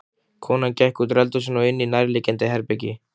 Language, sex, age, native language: Icelandic, male, 15, Icelandic